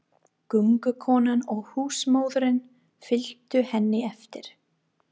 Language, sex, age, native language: Icelandic, female, 30-39, English